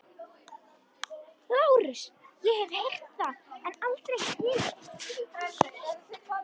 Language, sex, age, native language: Icelandic, female, 13, Icelandic